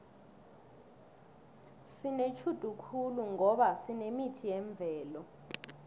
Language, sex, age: South Ndebele, female, 22